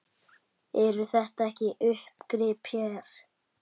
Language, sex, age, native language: Icelandic, male, 10, Icelandic